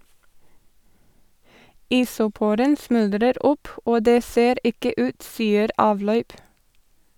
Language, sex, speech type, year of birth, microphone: Norwegian, female, read, 1987, Sennheiser